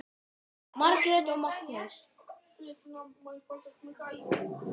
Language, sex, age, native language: Icelandic, male, 10, Icelandic